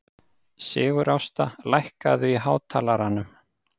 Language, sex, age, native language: Icelandic, male, 50-59, Icelandic